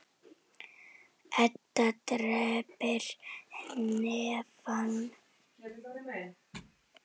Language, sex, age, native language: Icelandic, female, 10, Icelandic